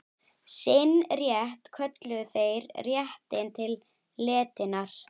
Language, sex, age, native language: Icelandic, female, 12, Icelandic